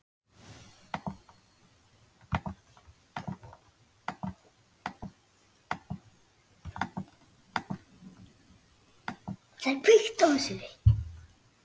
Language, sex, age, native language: Icelandic, male, 9, Icelandic